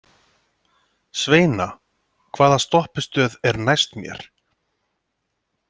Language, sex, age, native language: Icelandic, male, 30-39, Icelandic